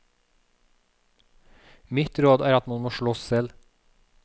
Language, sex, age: Norwegian, male, 36